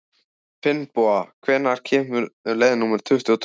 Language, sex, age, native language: Icelandic, male, 14, Icelandic